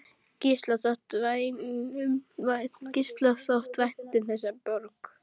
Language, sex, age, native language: Icelandic, female, 12, Icelandic